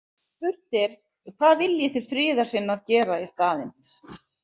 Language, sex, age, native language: Icelandic, female, 40-49, Icelandic